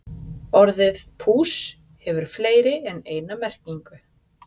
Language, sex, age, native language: Icelandic, female, 30-39, Icelandic